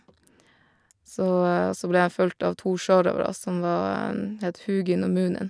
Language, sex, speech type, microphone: Norwegian, female, spontaneous, Shure